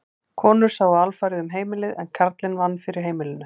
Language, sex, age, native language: Icelandic, female, 40-49, Icelandic